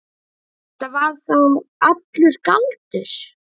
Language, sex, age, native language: Icelandic, male, 10, Icelandic